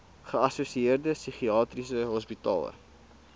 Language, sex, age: Afrikaans, male, 19